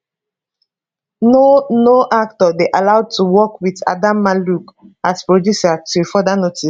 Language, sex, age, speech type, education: Nigerian Pidgin, female, 15-29, spontaneous, tertiary